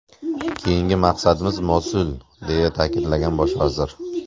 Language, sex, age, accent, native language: Uzbek, male, 25-34, Surxondaryo, Uzbek